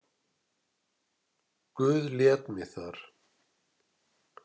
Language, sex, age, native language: Icelandic, male, 60-69, Icelandic